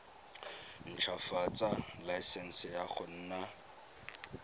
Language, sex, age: Tswana, male, 22